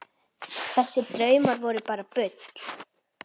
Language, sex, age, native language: Icelandic, female, 9, Icelandic